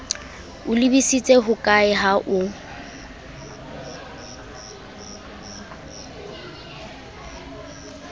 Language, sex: Southern Sotho, female